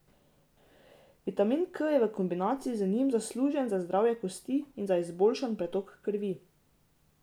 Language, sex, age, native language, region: Slovenian, female, 18-29, Slovenian, Drava region